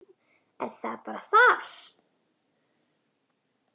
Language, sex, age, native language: Icelandic, female, 10, Icelandic